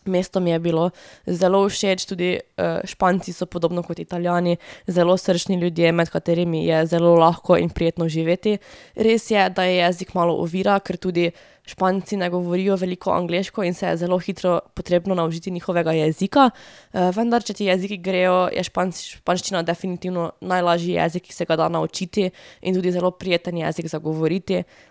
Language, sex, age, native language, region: Slovenian, female, 18-29, Slovenian, Drava region